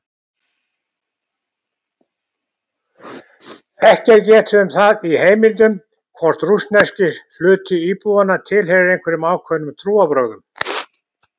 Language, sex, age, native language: Icelandic, male, 70-79, Icelandic